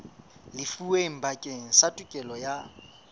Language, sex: Southern Sotho, female